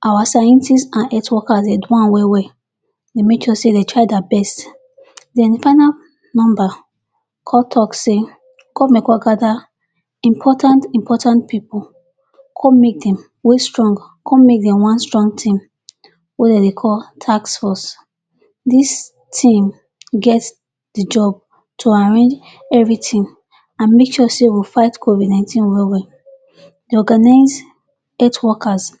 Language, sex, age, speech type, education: Nigerian Pidgin, female, 46-60, spontaneous, tertiary